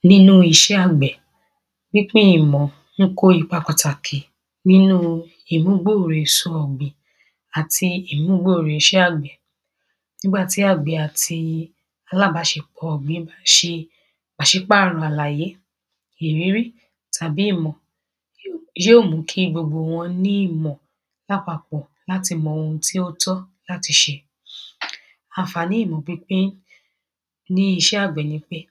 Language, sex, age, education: Yoruba, female, 15-29, secondary